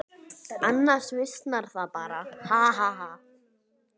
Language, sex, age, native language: Icelandic, male, 9, Icelandic